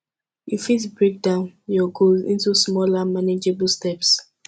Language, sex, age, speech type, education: Nigerian Pidgin, female, 15-29, spontaneous, tertiary